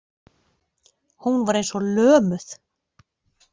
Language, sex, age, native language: Icelandic, female, 40-49, Icelandic